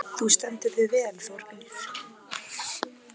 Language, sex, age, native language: Icelandic, male, 14, Icelandic